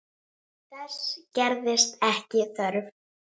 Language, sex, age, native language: Icelandic, female, 9, Icelandic